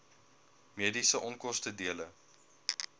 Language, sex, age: Afrikaans, male, 22